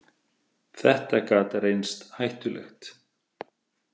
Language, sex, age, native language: Icelandic, male, 30-39, Icelandic